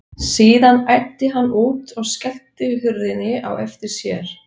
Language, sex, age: Icelandic, female, 40-49